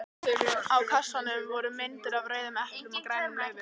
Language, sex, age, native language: Icelandic, female, 15, Icelandic